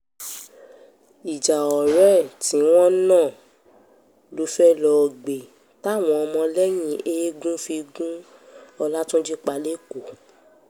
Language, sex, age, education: Yoruba, female, 15-29, tertiary